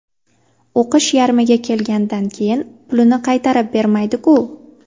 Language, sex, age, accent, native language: Uzbek, female, 18-24, Toshkent shahri, Uzbek